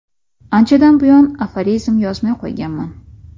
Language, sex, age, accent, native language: Uzbek, female, 25-34, Toshkent shahri, Uzbek